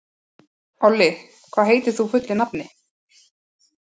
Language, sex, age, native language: Icelandic, female, 30-39, Icelandic